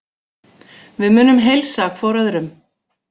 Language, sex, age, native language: Icelandic, female, 40-49, Icelandic